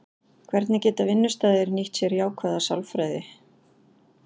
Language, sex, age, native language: Icelandic, female, 40-49, Icelandic